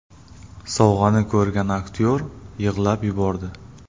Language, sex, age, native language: Uzbek, male, 25-34, Uzbek